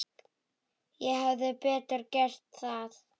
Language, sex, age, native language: Icelandic, male, 9, Icelandic